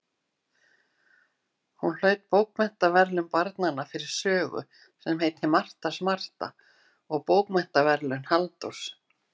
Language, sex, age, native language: Icelandic, female, 60-69, Icelandic